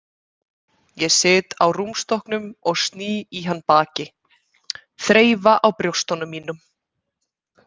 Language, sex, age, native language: Icelandic, female, 30-39, Icelandic